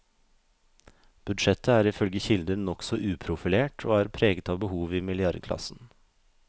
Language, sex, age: Norwegian, male, 32